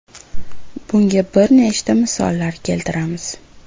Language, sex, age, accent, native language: Uzbek, female, 18-24, Buxoro, Uzbek